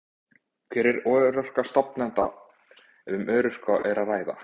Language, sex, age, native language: Icelandic, male, 20-29, Icelandic